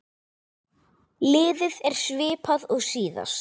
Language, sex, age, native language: Icelandic, male, 8, Icelandic